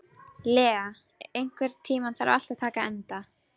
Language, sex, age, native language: Icelandic, female, 12, Icelandic